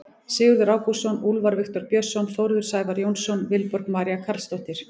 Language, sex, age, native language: Icelandic, female, 18-19, Icelandic